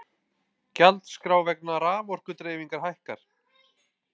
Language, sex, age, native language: Icelandic, male, 20-29, Icelandic